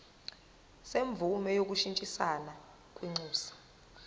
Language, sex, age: Zulu, female, 22